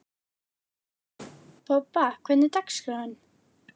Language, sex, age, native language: Icelandic, female, 11, Icelandic